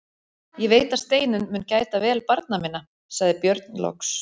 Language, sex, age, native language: Icelandic, female, 40-49, Icelandic